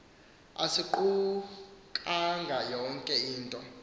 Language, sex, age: Xhosa, male, 18